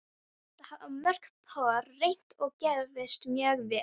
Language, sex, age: Icelandic, female, 13